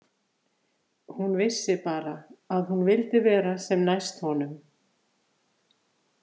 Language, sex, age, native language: Icelandic, female, 50-59, Icelandic